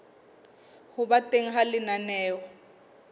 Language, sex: Southern Sotho, female